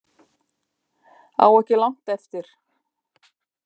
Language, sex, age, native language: Icelandic, female, 50-59, Icelandic